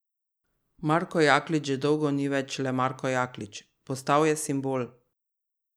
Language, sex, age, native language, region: Slovenian, female, 30-49, Slovenian, Drava region